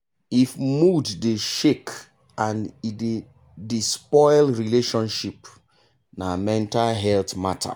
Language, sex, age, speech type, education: Nigerian Pidgin, male, 30-45, spontaneous, tertiary